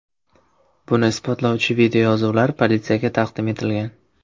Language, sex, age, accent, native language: Uzbek, male, 18-24, Navoiy, Uzbek